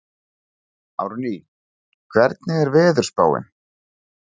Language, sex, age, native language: Icelandic, male, 40-49, Icelandic